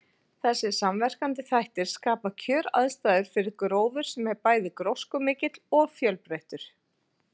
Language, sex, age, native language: Icelandic, female, 40-49, Icelandic